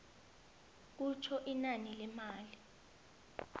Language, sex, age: South Ndebele, female, 22